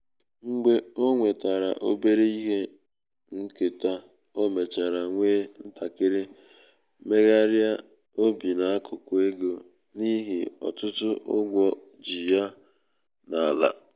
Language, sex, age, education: Igbo, male, 15-29, tertiary